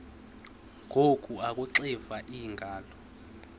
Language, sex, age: Xhosa, male, 20